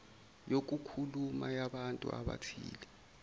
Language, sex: Zulu, male